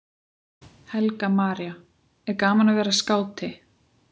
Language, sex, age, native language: Icelandic, female, 20-29, Icelandic